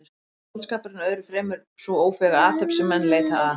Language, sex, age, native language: Icelandic, female, 30-39, Icelandic